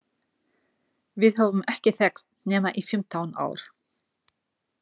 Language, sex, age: Icelandic, female, 50-59